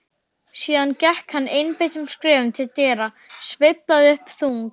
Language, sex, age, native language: Icelandic, male, 12, Icelandic